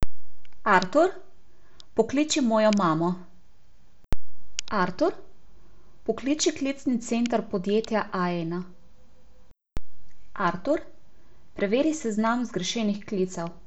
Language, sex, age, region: Slovenian, female, 18-29, Abroad